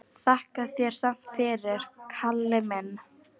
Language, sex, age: Icelandic, female, 18-19